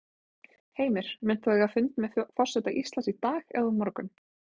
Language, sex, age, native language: Icelandic, female, 20-29, Icelandic